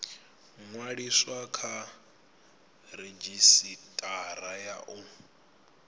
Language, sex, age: Venda, male, 24